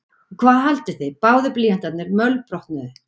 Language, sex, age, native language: Icelandic, female, 40-49, Icelandic